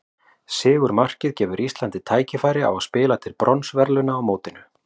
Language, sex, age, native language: Icelandic, male, 40-49, Icelandic